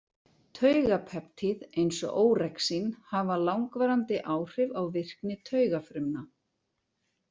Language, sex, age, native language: Icelandic, female, 40-49, Icelandic